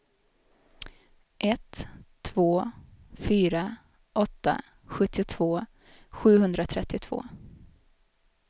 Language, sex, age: Swedish, female, 22